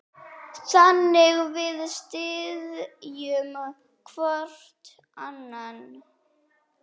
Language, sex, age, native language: Icelandic, female, 8, Icelandic